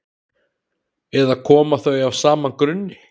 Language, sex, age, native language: Icelandic, male, 30-39, Icelandic